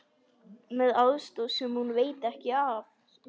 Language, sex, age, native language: Icelandic, male, 11, Icelandic